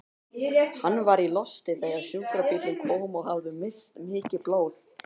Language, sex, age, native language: Icelandic, male, 18-19, Icelandic